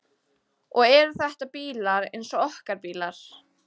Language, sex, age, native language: Icelandic, female, 14, Icelandic